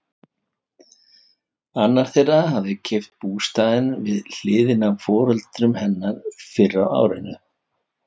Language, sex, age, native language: Icelandic, male, 50-59, Icelandic